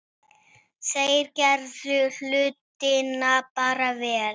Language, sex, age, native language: Icelandic, female, 9, Icelandic